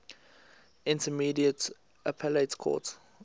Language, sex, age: English, male, 18